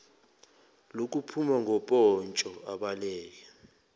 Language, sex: Zulu, male